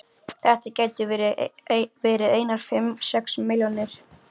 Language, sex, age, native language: Icelandic, female, 13, Icelandic